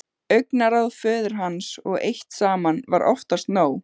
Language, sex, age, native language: Icelandic, female, 15, Icelandic